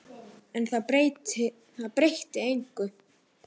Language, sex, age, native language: Icelandic, male, 8, Icelandic